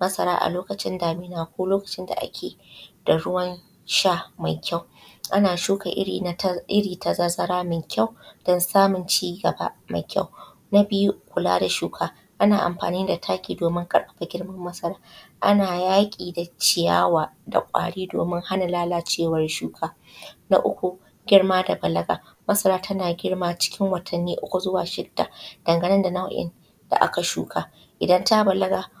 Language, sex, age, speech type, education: Hausa, female, 15-29, spontaneous, tertiary